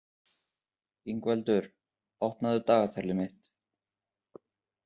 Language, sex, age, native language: Icelandic, male, 20-29, Icelandic